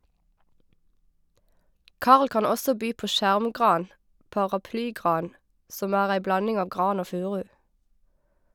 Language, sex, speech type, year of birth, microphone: Norwegian, female, read, 1989, Shure